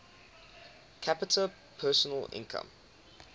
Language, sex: English, male